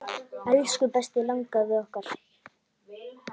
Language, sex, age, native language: Icelandic, male, 9, Icelandic